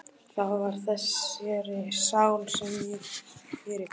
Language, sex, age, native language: Icelandic, male, 12, Icelandic